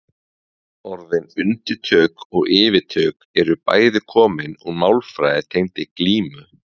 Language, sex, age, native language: Icelandic, male, 20-29, Icelandic